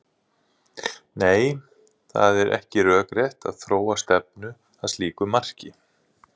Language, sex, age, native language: Icelandic, male, 30-39, Icelandic